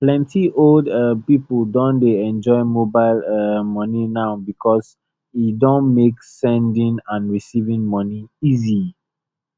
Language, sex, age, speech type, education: Nigerian Pidgin, male, 15-29, spontaneous, tertiary